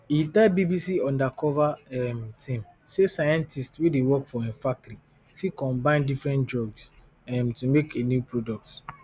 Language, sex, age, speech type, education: Nigerian Pidgin, male, 15-29, spontaneous, tertiary